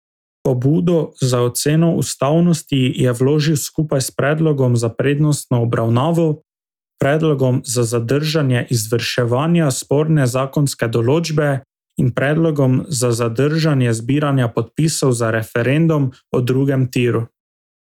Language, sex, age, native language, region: Slovenian, male, 18-29, Slovenian, Drava region